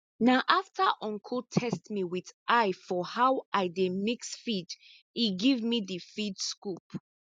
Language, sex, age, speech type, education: Nigerian Pidgin, female, 15-29, spontaneous, tertiary